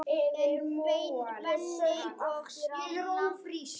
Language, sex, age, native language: Icelandic, male, 8, Icelandic